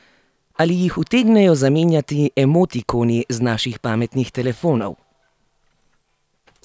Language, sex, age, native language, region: Slovenian, female, 30-49, Slovenian, Gorenjska region